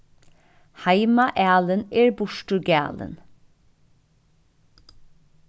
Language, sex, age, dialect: Faroese, female, 36-60, Suðurstreymoy